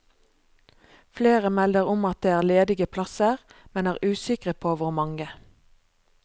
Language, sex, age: Norwegian, female, 36